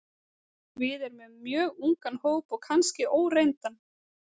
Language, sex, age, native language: Icelandic, female, 30-39, Icelandic